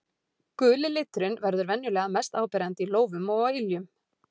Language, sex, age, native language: Icelandic, female, 40-49, Icelandic